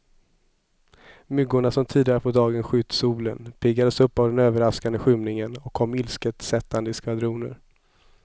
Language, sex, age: Swedish, male, 27